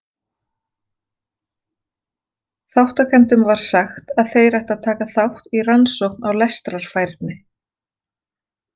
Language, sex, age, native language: Icelandic, female, 40-49, Icelandic